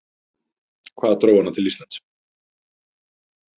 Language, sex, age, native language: Icelandic, male, 50-59, Icelandic